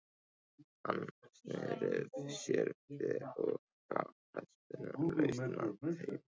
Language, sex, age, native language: Icelandic, male, 15, Icelandic